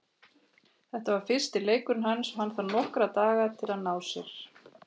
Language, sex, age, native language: Icelandic, female, 40-49, Icelandic